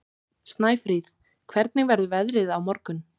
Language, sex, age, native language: Icelandic, female, 18-19, Icelandic